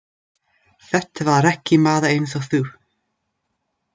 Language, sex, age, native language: Icelandic, other, 20-29, English